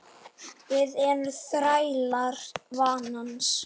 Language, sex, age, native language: Icelandic, male, 7, Icelandic